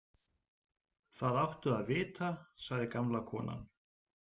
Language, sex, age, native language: Icelandic, male, 40-49, Icelandic